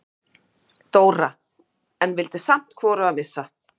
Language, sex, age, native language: Icelandic, female, 50-59, Icelandic